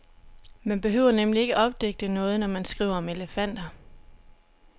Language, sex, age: Danish, female, 26